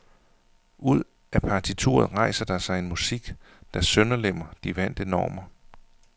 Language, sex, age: Danish, male, 41